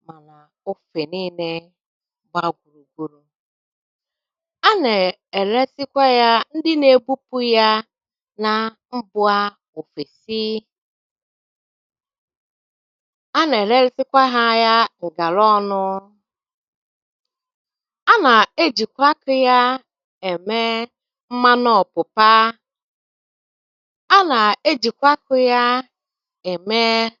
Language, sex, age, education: Igbo, female, 30-45, tertiary